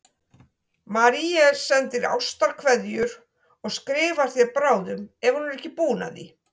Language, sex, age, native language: Icelandic, female, 60-69, Icelandic